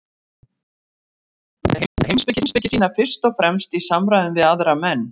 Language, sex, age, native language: Icelandic, female, 40-49, Icelandic